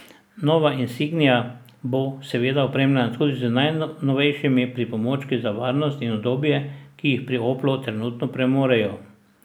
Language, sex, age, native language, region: Slovenian, male, 60+, Slovenian, Drava region